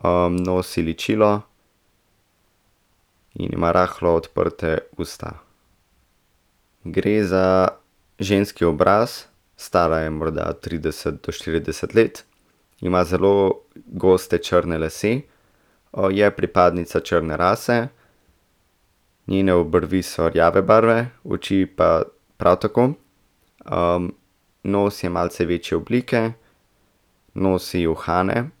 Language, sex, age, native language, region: Slovenian, male, 18-29, Slovenian, Central Slovenia